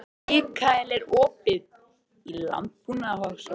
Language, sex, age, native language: Icelandic, male, 13, Icelandic